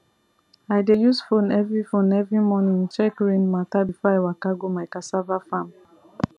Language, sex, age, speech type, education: Nigerian Pidgin, female, 15-29, spontaneous, tertiary